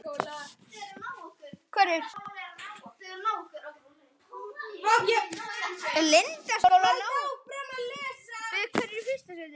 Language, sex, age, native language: Icelandic, male, 9, Icelandic